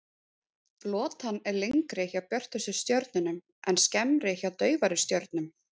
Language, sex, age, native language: Icelandic, female, 30-39, Icelandic